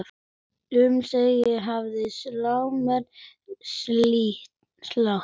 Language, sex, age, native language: Icelandic, male, 10, Icelandic